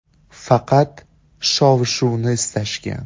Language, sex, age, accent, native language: Uzbek, male, 18-24, Andijon, Uzbek